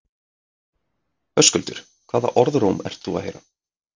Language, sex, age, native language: Icelandic, male, 30-39, Icelandic